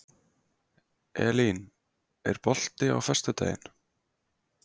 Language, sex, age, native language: Icelandic, male, 20-29, Icelandic